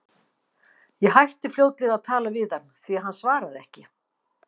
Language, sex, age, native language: Icelandic, female, 50-59, Icelandic